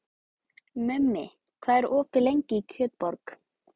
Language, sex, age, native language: Icelandic, male, 12, Icelandic